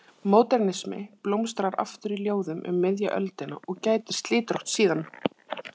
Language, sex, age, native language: Icelandic, female, 30-39, Icelandic